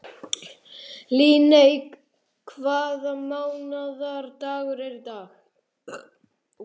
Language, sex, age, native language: Icelandic, male, 11, Icelandic